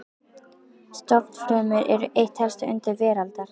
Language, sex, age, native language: Icelandic, female, 12, Icelandic